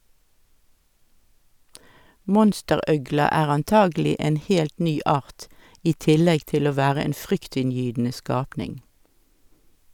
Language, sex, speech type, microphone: Norwegian, female, read, Sennheiser